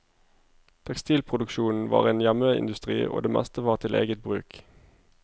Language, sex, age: Norwegian, male, 25